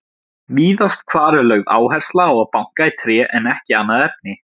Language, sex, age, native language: Icelandic, male, 17, Icelandic